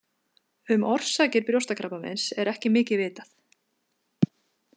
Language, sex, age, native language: Icelandic, female, 50-59, Icelandic